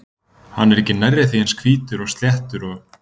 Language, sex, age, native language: Icelandic, male, 20-29, Icelandic